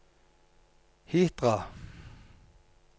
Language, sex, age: Norwegian, male, 34